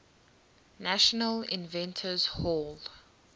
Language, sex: English, female